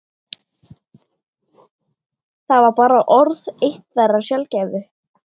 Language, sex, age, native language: Icelandic, other, 13, Icelandic